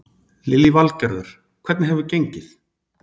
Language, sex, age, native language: Icelandic, male, 40-49, Icelandic